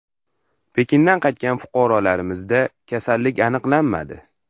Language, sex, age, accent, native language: Uzbek, male, under 19, Farg'ona, Uzbek